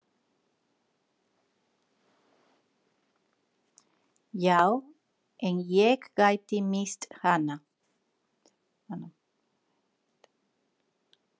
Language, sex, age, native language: Icelandic, female, 40-49, Spanish